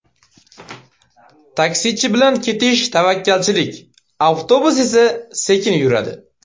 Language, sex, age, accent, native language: Uzbek, male, under 19, Andijon, Uzbek